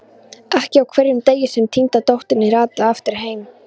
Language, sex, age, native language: Icelandic, female, 13, Polish